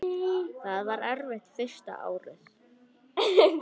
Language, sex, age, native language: Icelandic, female, 9, Icelandic